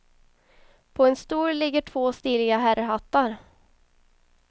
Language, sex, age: Swedish, female, 22